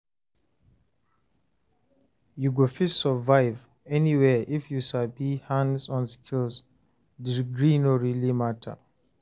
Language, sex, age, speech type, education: Nigerian Pidgin, male, 30-45, read, tertiary